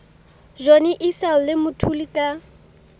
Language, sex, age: Southern Sotho, female, 18